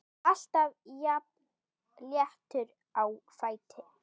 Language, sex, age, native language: Icelandic, female, 8, Icelandic